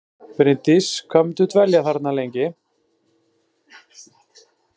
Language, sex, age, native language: Icelandic, male, 40-49, Icelandic